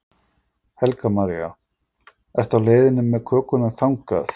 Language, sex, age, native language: Icelandic, male, 40-49, Icelandic